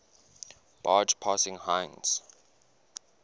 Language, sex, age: English, male, 19